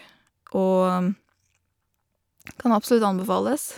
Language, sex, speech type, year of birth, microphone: Norwegian, female, spontaneous, 1987, Shure